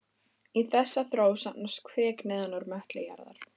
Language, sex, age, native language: Icelandic, female, 13, Icelandic